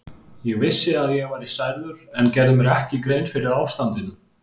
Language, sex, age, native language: Icelandic, male, 20-29, Icelandic